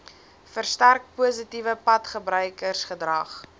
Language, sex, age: Afrikaans, female, 19